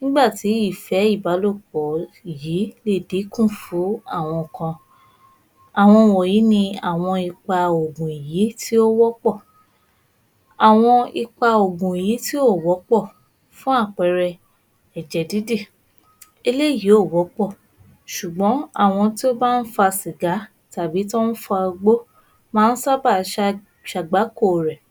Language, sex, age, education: Yoruba, female, 15-29, tertiary